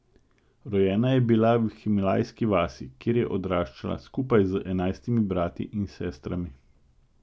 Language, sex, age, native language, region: Slovenian, male, 50-59, Slovenian, Central Slovenia